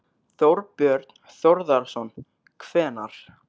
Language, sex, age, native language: Icelandic, male, 13, Icelandic